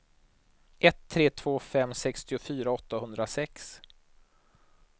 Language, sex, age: Swedish, male, 39